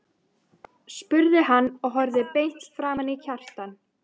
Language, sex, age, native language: Icelandic, female, 13, Icelandic